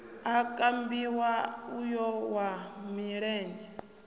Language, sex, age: Venda, female, 28